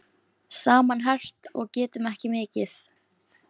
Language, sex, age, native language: Icelandic, female, 15, Icelandic